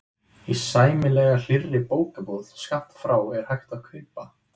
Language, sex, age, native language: Icelandic, male, 20-29, Icelandic